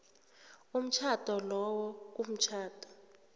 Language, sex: South Ndebele, female